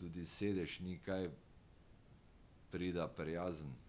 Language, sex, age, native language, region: Slovenian, male, 60+, Slovenian, Drava region